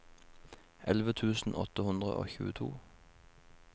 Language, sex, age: Norwegian, male, 21